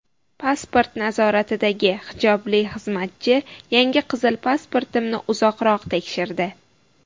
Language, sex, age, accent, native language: Uzbek, female, 19-29, Buxoro, Uzbek